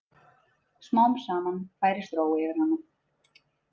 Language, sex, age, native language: Icelandic, female, 30-39, Icelandic